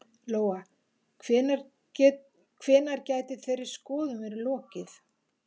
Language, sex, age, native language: Icelandic, female, 50-59, Icelandic